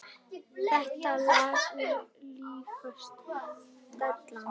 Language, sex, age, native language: Icelandic, female, 10, Icelandic